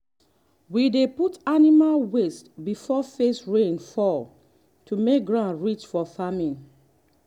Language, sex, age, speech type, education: Nigerian Pidgin, female, 30-45, spontaneous, tertiary